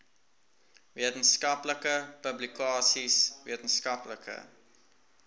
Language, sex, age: Afrikaans, male, 19